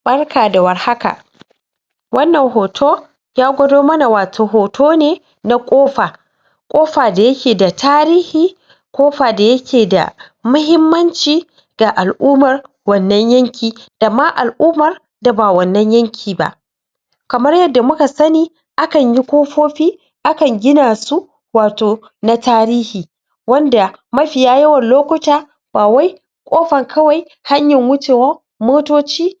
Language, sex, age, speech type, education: Hausa, female, 15-29, spontaneous, tertiary